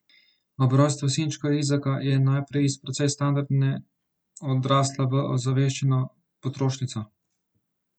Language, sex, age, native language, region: Slovenian, male, 18-29, Slovenian, Central Slovenia